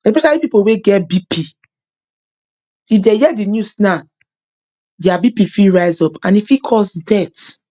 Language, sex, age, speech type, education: Nigerian Pidgin, female, 30-45, spontaneous, tertiary